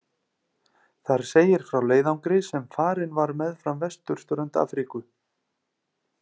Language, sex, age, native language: Icelandic, male, 30-39, Icelandic